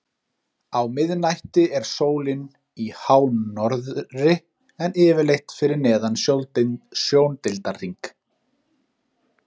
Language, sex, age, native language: Icelandic, male, 30-39, Icelandic